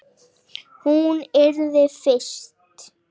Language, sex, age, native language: Icelandic, female, 8, Icelandic